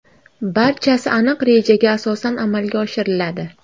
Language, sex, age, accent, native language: Uzbek, female, 25-34, Namangan, Uzbek